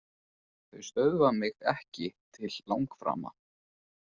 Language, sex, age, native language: Icelandic, male, 20-29, Icelandic